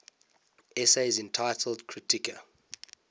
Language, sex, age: English, male, 19